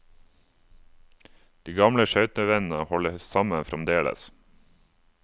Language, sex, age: Norwegian, male, 28